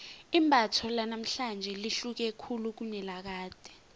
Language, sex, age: South Ndebele, female, 18